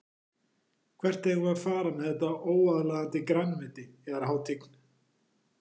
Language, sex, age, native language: Icelandic, male, 40-49, Icelandic